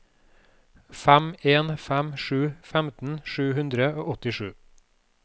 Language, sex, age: Norwegian, male, 36